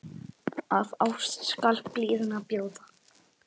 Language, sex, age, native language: Icelandic, female, 8, Icelandic